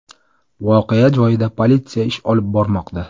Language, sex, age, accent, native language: Uzbek, male, 25-34, Farg'ona, Uzbek